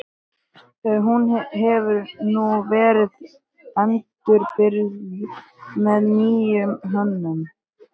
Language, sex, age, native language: Icelandic, male, 13, Icelandic